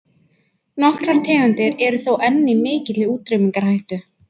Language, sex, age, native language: Icelandic, female, 20-29, Icelandic